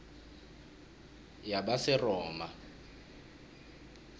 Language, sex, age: South Ndebele, male, 23